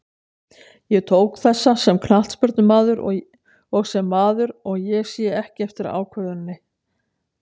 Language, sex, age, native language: Icelandic, female, 60-69, Icelandic